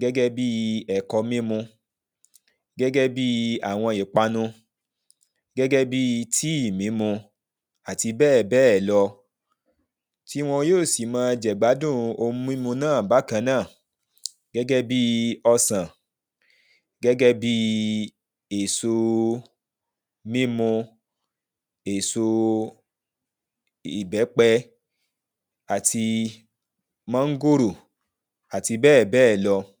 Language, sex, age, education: Yoruba, male, 30-45, primary